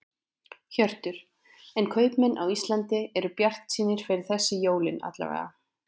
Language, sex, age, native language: Icelandic, female, 20-29, Icelandic